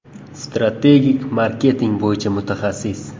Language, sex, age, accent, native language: Uzbek, male, 18-24, Farg'ona, Uzbek